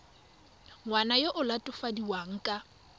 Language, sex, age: Tswana, female, 21